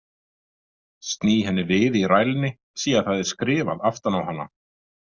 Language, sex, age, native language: Icelandic, male, 50-59, Icelandic